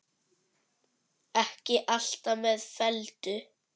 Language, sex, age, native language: Icelandic, male, 9, Icelandic